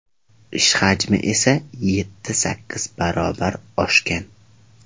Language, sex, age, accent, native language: Uzbek, male, 12-17, Jizzax, Uzbek